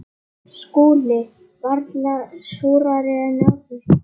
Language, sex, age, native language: Icelandic, male, 8, Icelandic